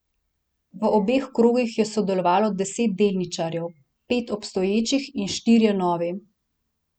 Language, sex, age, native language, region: Slovenian, female, 18-29, Slovenian, Central Slovenia